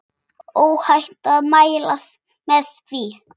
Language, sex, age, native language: Icelandic, female, 6, Icelandic